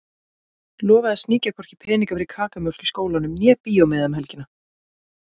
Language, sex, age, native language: Icelandic, female, 20-29, Icelandic